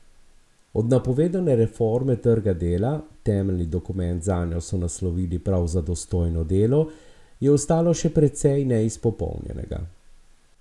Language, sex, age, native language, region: Slovenian, male, 50-59, Slovenian, Abroad